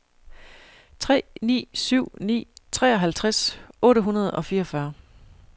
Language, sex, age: Danish, female, 41